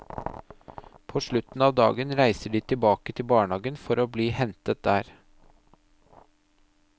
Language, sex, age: Norwegian, male, 30